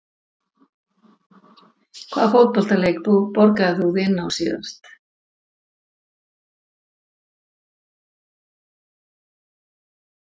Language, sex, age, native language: Icelandic, female, 50-59, Icelandic